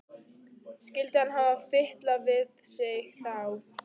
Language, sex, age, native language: Icelandic, female, 15, Icelandic